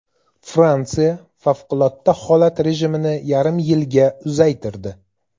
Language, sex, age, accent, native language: Uzbek, male, 35+, Toshkent viloyati, Uzbek